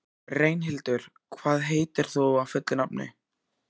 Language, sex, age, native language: Icelandic, male, 14, Icelandic